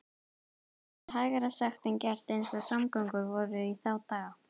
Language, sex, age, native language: Icelandic, female, 18-19, Icelandic